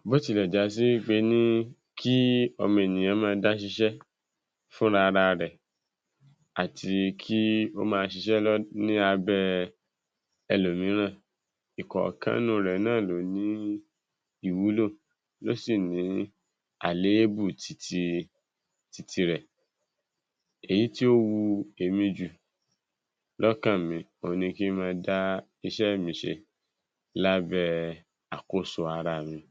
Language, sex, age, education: Yoruba, male, 46-60, secondary